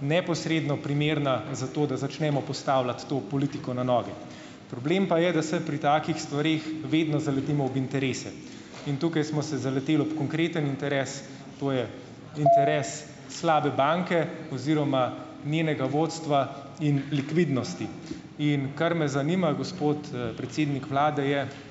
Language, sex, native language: Slovenian, male, Slovenian